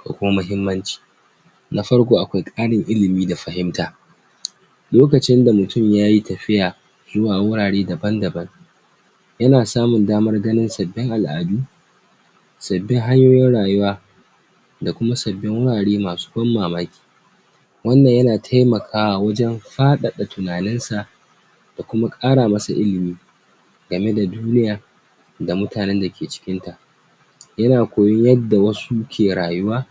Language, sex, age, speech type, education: Hausa, male, 46-60, spontaneous, tertiary